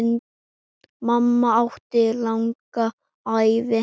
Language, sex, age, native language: Icelandic, male, 8, Icelandic